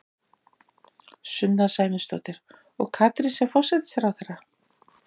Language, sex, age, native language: Icelandic, female, 40-49, Icelandic